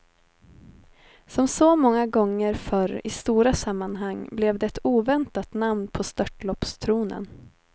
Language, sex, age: Swedish, female, 19